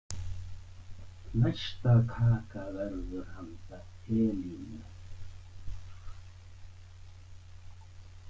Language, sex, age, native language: Icelandic, male, 60-69, Icelandic